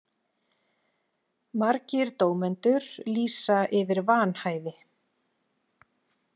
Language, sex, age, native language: Icelandic, female, 40-49, Icelandic